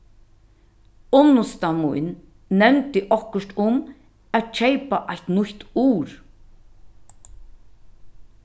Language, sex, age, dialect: Faroese, female, 36-60, Norðurstreymoy/Eysturoy